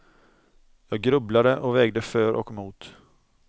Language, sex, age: Swedish, male, 26